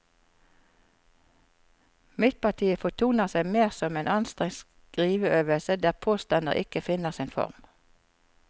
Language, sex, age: Norwegian, female, 54